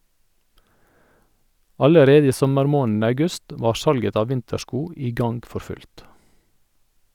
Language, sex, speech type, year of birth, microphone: Norwegian, male, read, 1961, Sennheiser